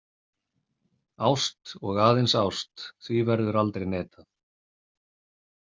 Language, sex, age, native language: Icelandic, male, 30-39, Icelandic